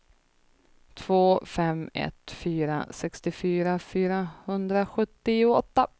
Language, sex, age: Swedish, female, 30